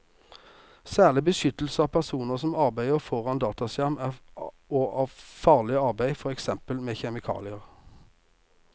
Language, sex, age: Norwegian, male, 48